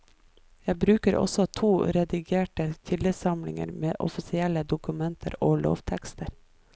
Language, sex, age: Norwegian, female, 29